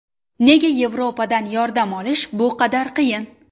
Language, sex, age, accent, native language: Uzbek, female, 19-29, Surxondaryo, Uzbek